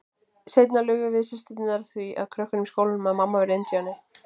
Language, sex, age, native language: Icelandic, female, 20-29, Icelandic